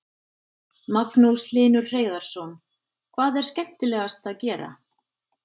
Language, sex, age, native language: Icelandic, female, 50-59, Icelandic